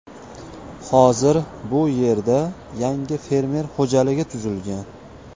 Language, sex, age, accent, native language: Uzbek, male, 25-34, Namangan, Uzbek